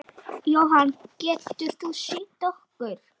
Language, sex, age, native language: Icelandic, female, 8, Icelandic